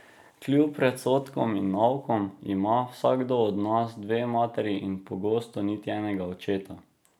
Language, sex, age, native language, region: Slovenian, male, 18-29, Slovenian, Drava region